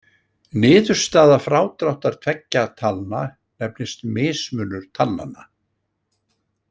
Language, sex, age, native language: Icelandic, male, 60-69, Icelandic